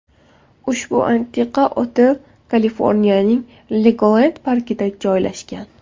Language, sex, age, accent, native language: Uzbek, female, 19-29, Toshkent viloyati, Uzbek